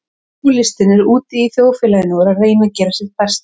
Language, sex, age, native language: Icelandic, female, 20-29, Icelandic